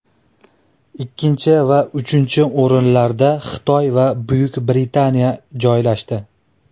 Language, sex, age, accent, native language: Uzbek, male, 19-29, Andijon, Uzbek